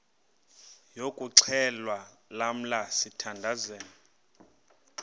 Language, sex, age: Xhosa, male, 21